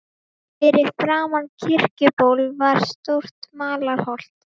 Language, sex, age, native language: Icelandic, female, 12, Icelandic